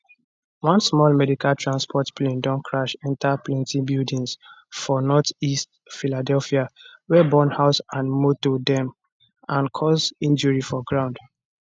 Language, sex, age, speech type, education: Nigerian Pidgin, male, 15-29, spontaneous, tertiary